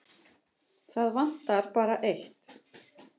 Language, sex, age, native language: Icelandic, female, 9, Icelandic